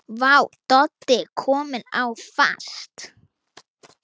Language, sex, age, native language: Icelandic, female, 9, Icelandic